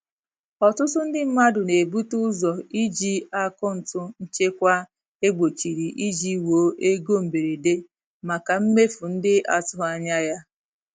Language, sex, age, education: Igbo, female, 30-45, tertiary